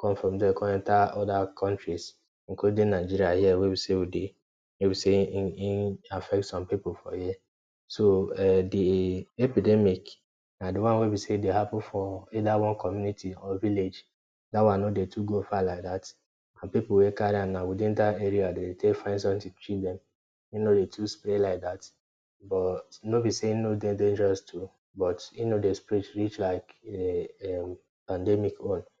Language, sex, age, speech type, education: Nigerian Pidgin, male, 15-29, spontaneous, tertiary